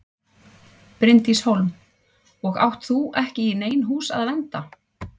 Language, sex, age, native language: Icelandic, female, 40-49, Icelandic